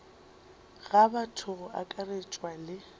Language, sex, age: Northern Sotho, female, 23